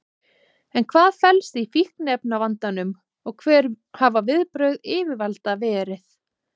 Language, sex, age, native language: Icelandic, female, 20-29, Icelandic